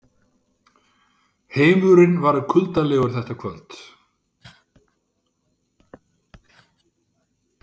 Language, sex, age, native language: Icelandic, male, 60-69, Icelandic